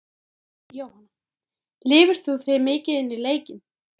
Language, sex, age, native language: Icelandic, female, 13, Icelandic